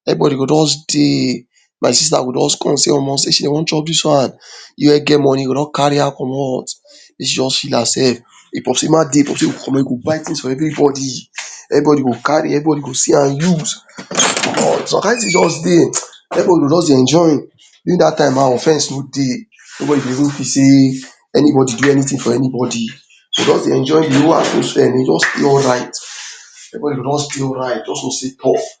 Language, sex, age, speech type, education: Nigerian Pidgin, male, 46-60, spontaneous, tertiary